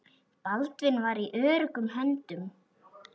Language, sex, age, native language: Icelandic, female, 10, Icelandic